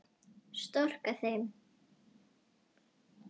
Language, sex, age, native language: Icelandic, female, 9, Icelandic